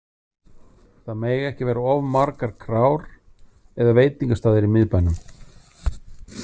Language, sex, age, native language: Icelandic, male, 50-59, Icelandic